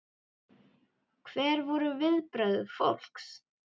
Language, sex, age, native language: Icelandic, female, 10, Icelandic